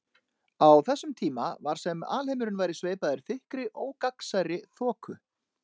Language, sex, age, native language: Icelandic, male, 30-39, Icelandic